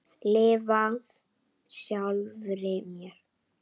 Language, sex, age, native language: Icelandic, female, 8, Icelandic